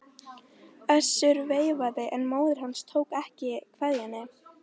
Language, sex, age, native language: Icelandic, female, 13, Icelandic